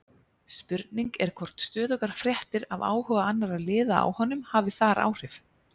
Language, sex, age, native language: Icelandic, female, 30-39, Icelandic